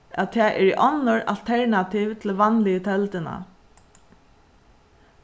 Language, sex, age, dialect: Faroese, female, 36-60, Suðuroy